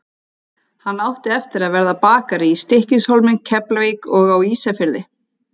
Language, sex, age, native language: Icelandic, female, 30-39, Icelandic